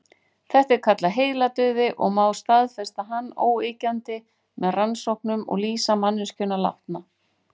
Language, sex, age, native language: Icelandic, female, 40-49, Icelandic